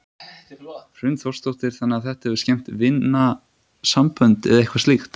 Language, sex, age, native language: Icelandic, male, 20-29, Icelandic